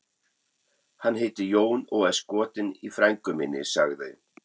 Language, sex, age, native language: Icelandic, male, 40-49, German